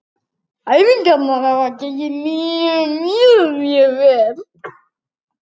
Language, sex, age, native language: Icelandic, male, 9, Icelandic